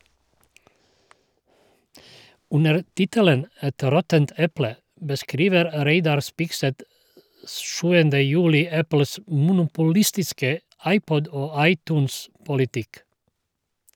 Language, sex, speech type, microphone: Norwegian, male, read, Shure